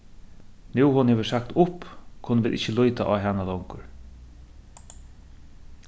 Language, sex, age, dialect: Faroese, male, 36-60, Suðurstreymoy